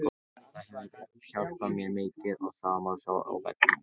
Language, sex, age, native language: Icelandic, male, 18-19, Icelandic